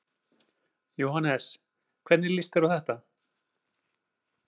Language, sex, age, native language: Icelandic, male, 40-49, Icelandic